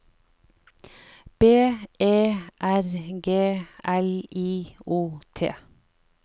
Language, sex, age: Norwegian, female, 49